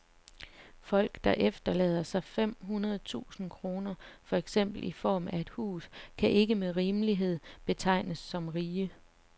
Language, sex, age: Danish, female, 35